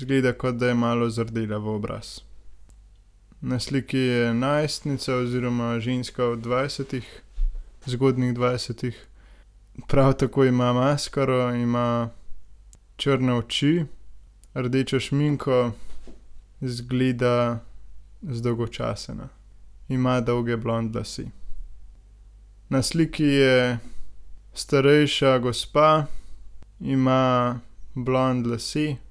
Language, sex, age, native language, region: Slovenian, male, 18-29, Slovenian, Gorenjska region